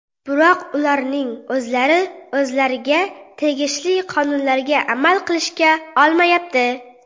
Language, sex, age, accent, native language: Uzbek, female, under 19, Qoraqalpog'iston, Karakalpak